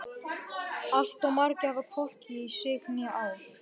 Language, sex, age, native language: Icelandic, male, 18-19, Icelandic